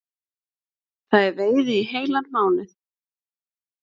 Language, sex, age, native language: Icelandic, female, 30-39, Icelandic